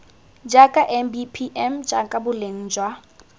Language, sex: Tswana, female